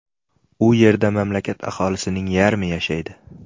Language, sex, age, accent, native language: Uzbek, male, 18-24, Namangan, Uzbek